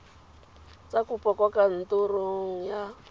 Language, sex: Tswana, female